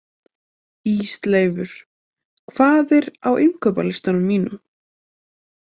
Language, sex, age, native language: Icelandic, female, 20-29, Icelandic